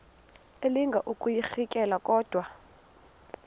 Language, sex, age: Xhosa, female, 21